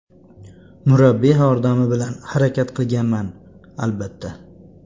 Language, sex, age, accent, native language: Uzbek, male, 25-34, Andijon, Uzbek